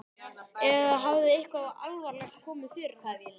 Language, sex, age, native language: Icelandic, male, 12, Icelandic